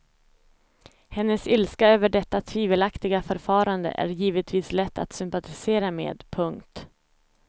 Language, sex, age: Swedish, female, 25